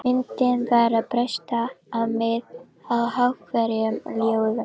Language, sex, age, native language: Icelandic, female, 14, Icelandic